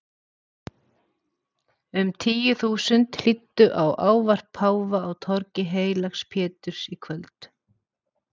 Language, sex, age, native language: Icelandic, female, 40-49, Icelandic